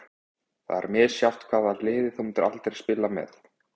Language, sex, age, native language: Icelandic, male, 20-29, Icelandic